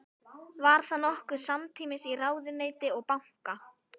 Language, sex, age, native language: Icelandic, female, 11, Icelandic